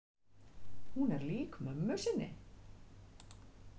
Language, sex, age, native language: Icelandic, female, 50-59, Icelandic